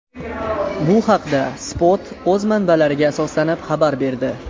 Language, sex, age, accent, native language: Uzbek, male, under 19, Andijon, Uzbek